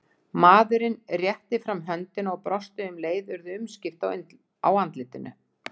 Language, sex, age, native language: Icelandic, female, 60-69, Icelandic